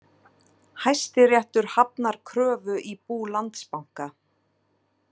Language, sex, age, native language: Icelandic, female, 30-39, Icelandic